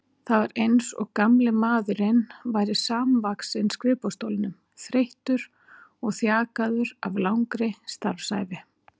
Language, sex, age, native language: Icelandic, female, 40-49, Icelandic